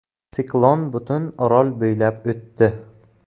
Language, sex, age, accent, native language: Uzbek, male, 18-24, Buxoro, Uzbek